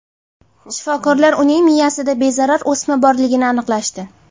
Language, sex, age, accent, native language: Uzbek, female, 18-24, Sirdaryo, Uzbek